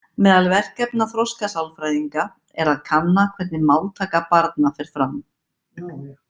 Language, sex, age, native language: Icelandic, female, 50-59, Icelandic